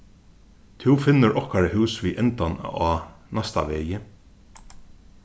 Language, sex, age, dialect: Faroese, male, 36-60, Suðurstreymoy